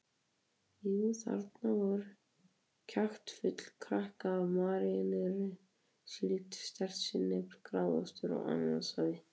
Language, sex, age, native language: Icelandic, male, 18-19, Icelandic